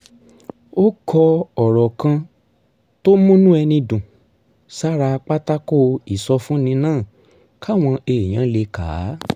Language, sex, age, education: Yoruba, male, 30-45, tertiary